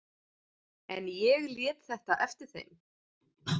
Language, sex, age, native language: Icelandic, female, 20-29, Icelandic